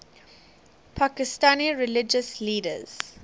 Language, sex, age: English, female, 19